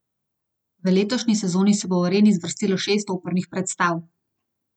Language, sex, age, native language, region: Slovenian, female, 30-49, Slovenian, Gorenjska region